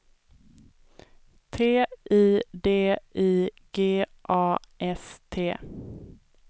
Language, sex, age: Swedish, female, 24